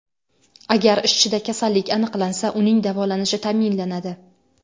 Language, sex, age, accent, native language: Uzbek, female, 19-29, Navoiy, Uzbek